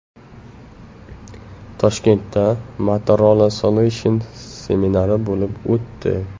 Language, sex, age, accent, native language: Uzbek, male, 18-24, Qashqadaryo, Uzbek